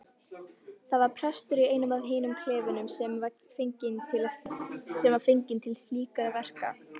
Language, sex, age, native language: Icelandic, female, 18-19, Icelandic